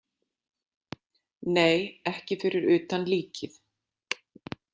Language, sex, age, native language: Icelandic, female, 40-49, Icelandic